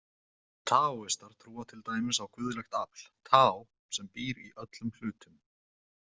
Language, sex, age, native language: Icelandic, male, 20-29, Icelandic